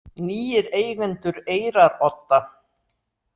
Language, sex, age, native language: Icelandic, female, 60-69, Icelandic